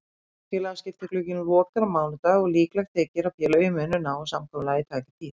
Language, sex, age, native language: Icelandic, female, 30-39, Icelandic